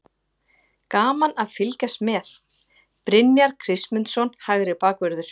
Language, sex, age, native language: Icelandic, female, 40-49, Icelandic